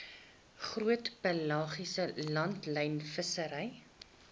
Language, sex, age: Afrikaans, female, 21